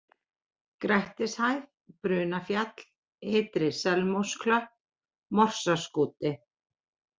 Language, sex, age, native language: Icelandic, female, 40-49, Icelandic